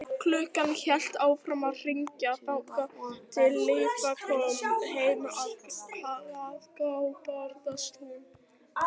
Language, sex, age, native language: Icelandic, other, 18-19, Icelandic